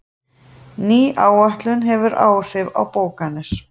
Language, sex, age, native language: Icelandic, female, 40-49, Icelandic